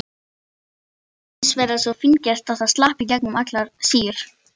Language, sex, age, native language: Icelandic, female, 40-49, Icelandic